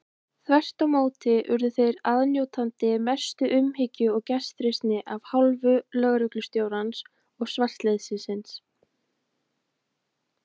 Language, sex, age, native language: Icelandic, female, 20-29, Icelandic